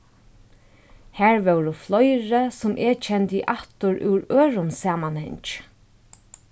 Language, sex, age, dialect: Faroese, female, 36-60, Norðurstreymoy/Eysturoy